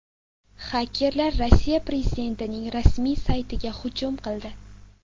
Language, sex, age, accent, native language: Uzbek, female, 18-24, Sirdaryo, Uzbek